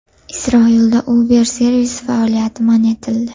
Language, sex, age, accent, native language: Uzbek, female, 18-24, Farg'ona, Uzbek